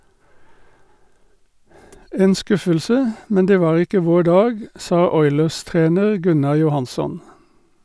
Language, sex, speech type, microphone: Norwegian, male, read, Sennheiser